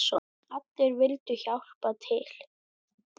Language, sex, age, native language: Icelandic, male, 10, Icelandic